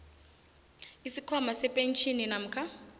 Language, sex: South Ndebele, female